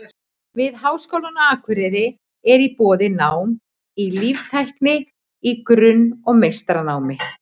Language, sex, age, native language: Icelandic, female, 40-49, Icelandic